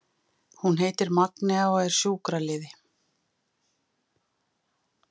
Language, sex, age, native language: Icelandic, female, 50-59, Icelandic